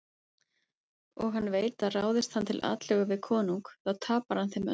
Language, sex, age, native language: Icelandic, female, 30-39, Icelandic